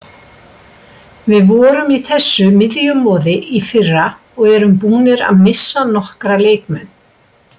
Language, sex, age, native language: Icelandic, female, 60-69, Icelandic